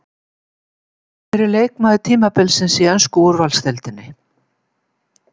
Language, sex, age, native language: Icelandic, female, 70-79, Icelandic